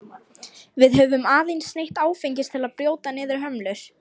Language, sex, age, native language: Icelandic, female, 18-19, Lithuanian